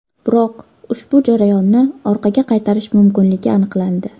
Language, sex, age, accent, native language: Uzbek, female, 12-17, Farg'ona, Uzbek